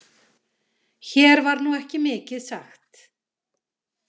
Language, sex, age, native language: Icelandic, female, 50-59, Icelandic